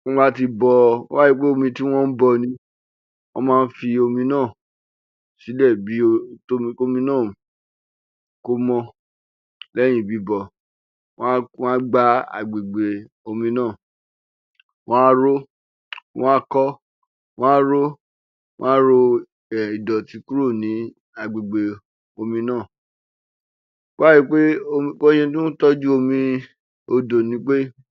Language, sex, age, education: Yoruba, male, 15-29, tertiary